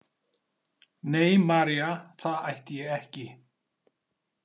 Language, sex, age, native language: Icelandic, male, 40-49, Icelandic